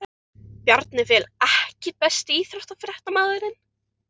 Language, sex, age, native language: Icelandic, other, 13, Icelandic